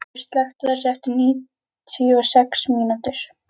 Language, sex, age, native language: Icelandic, female, 11, Icelandic